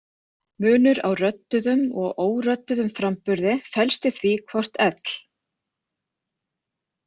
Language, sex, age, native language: Icelandic, female, 50-59, Icelandic